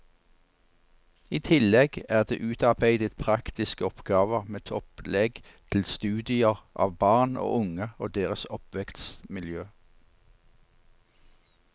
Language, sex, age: Norwegian, male, 59